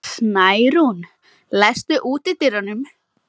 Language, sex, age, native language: Icelandic, female, 18-19, Icelandic